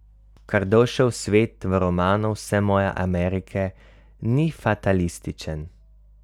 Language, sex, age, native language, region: Slovenian, male, 30-49, Slovenian, Carinthia region